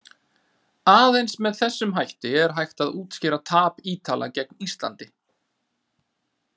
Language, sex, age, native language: Icelandic, male, 30-39, Icelandic